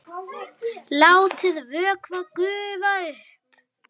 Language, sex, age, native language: Icelandic, female, 9, Icelandic